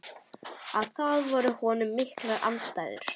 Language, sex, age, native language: Icelandic, female, 11, Icelandic